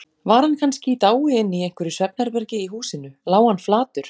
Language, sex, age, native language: Icelandic, female, 40-49, Icelandic